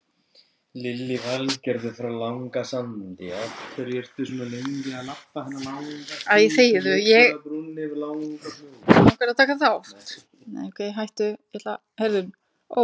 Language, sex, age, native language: Icelandic, female, 50-59, Icelandic